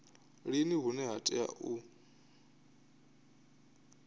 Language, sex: Venda, male